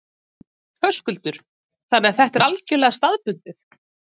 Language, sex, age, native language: Icelandic, female, 30-39, Icelandic